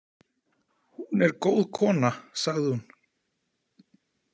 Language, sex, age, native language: Icelandic, male, 40-49, Icelandic